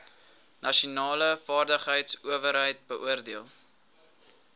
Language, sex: Afrikaans, male